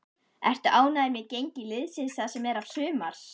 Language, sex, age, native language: Icelandic, female, 11, Icelandic